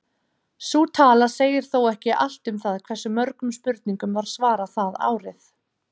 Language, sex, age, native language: Icelandic, female, 30-39, Icelandic